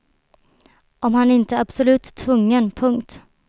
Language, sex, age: Swedish, female, 23